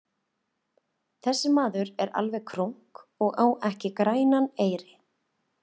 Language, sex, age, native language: Icelandic, female, 30-39, Icelandic